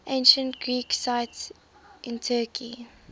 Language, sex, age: English, female, 23